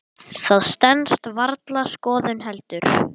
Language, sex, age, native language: Icelandic, male, 10, Icelandic